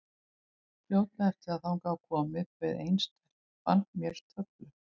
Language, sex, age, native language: Icelandic, female, 18-19, Icelandic